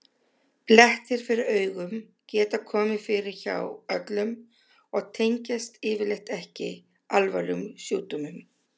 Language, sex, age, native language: Icelandic, female, 60-69, Icelandic